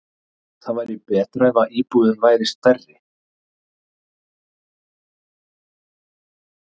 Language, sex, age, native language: Icelandic, male, 30-39, Icelandic